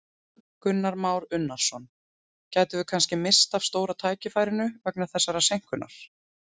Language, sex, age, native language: Icelandic, female, 30-39, Icelandic